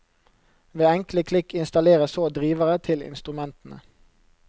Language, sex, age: Norwegian, male, 29